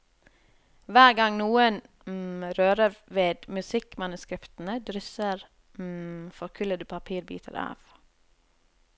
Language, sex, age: Norwegian, female, 30